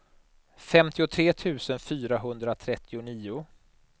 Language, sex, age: Swedish, male, 39